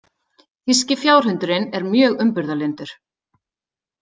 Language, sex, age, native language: Icelandic, female, 30-39, Icelandic